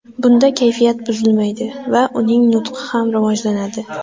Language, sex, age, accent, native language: Uzbek, female, under 19, Xorazm, Uzbek